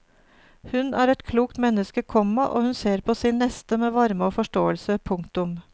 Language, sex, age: Norwegian, female, 49